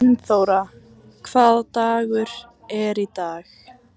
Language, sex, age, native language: Icelandic, female, 14, Icelandic